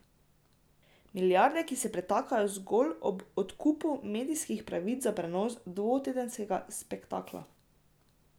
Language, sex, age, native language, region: Slovenian, female, 18-29, Slovenian, Drava region